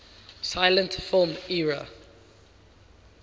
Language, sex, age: English, male, 19